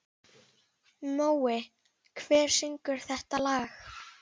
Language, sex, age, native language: Icelandic, female, 11, Icelandic